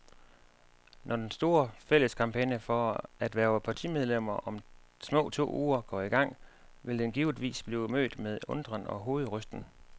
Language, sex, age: Danish, male, 35